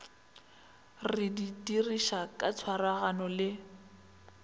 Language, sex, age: Northern Sotho, female, 21